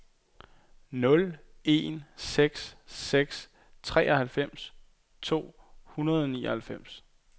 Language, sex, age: Danish, male, 22